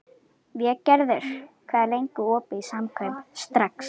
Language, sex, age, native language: Icelandic, female, 11, Icelandic